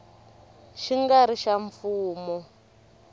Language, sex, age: Tsonga, female, 19